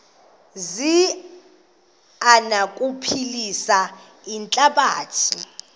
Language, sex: Xhosa, female